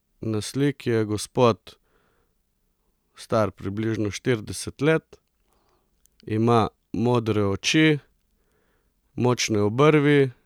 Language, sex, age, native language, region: Slovenian, male, 30-49, Slovenian, Coastal Karst region